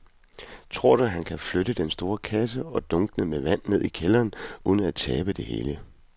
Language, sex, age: Danish, male, 41